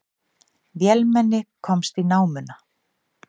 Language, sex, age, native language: Icelandic, female, 50-59, Icelandic